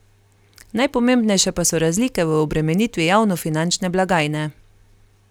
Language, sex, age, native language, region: Slovenian, female, 30-49, Slovenian, Carinthia region